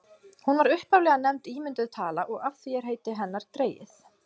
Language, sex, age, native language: Icelandic, female, 20-29, Icelandic